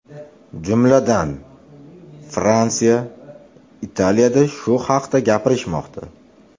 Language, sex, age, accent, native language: Uzbek, male, 25-34, Farg'ona, Uzbek